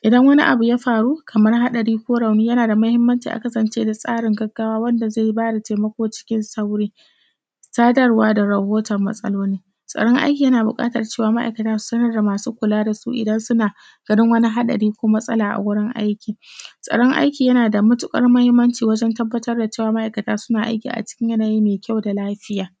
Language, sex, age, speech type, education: Hausa, female, 15-29, spontaneous, tertiary